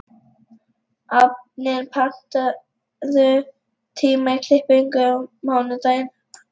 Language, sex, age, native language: Icelandic, female, 11, Lithuanian